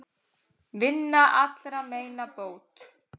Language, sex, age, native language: Icelandic, female, 9, Icelandic